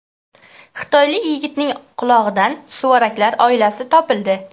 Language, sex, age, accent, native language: Uzbek, female, 18-24, Qashqadaryo, Uzbek